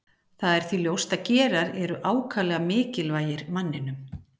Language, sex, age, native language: Icelandic, female, 50-59, Icelandic